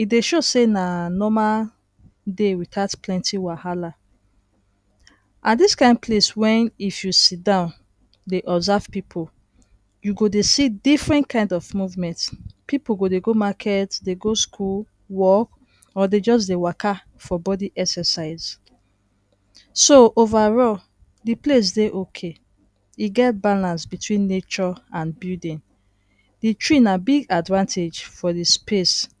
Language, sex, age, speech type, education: Nigerian Pidgin, female, 30-45, spontaneous, tertiary